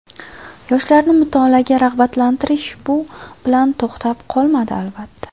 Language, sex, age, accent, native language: Uzbek, female, 18-24, Samarqand, Uzbek